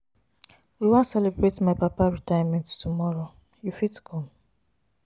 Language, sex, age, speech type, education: Nigerian Pidgin, female, 15-29, spontaneous, tertiary